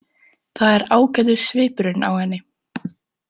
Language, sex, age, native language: Icelandic, female, 18-19, Icelandic